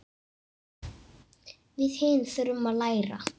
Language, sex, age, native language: Icelandic, male, 8, Icelandic